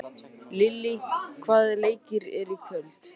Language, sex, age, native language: Icelandic, male, 18-19, Icelandic